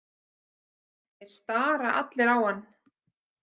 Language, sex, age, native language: Icelandic, female, 30-39, Icelandic